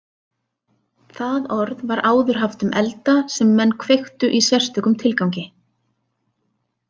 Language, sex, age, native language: Icelandic, female, 30-39, Icelandic